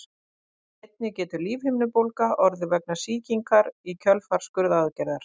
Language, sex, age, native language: Icelandic, female, 50-59, Icelandic